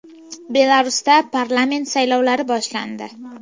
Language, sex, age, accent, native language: Uzbek, female, 18-24, Farg'ona, Uzbek